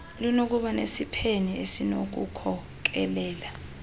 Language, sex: Xhosa, female